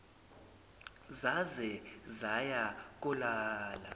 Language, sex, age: Zulu, male, 19